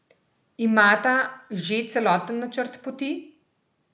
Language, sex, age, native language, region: Slovenian, female, 30-49, Slovenian, Central Slovenia